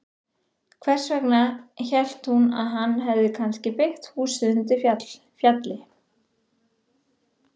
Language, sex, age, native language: Icelandic, female, 30-39, Icelandic